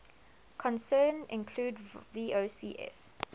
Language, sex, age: English, female, 21